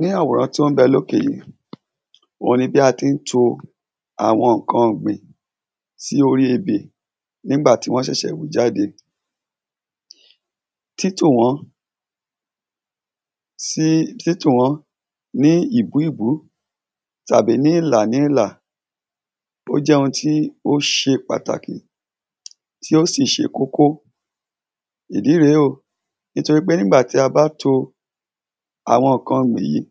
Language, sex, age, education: Yoruba, male, 30-45, secondary